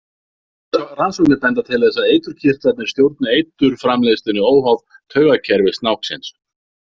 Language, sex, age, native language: Icelandic, male, 50-59, Icelandic